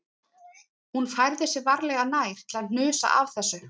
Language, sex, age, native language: Icelandic, female, 30-39, Icelandic